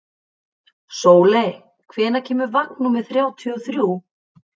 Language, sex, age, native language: Icelandic, female, 50-59, Icelandic